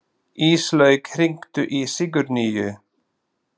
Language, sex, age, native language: Icelandic, male, 30-39, Slovak